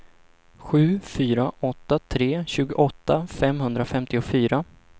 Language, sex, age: Swedish, male, 25